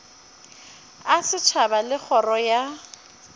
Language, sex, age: Northern Sotho, female, 30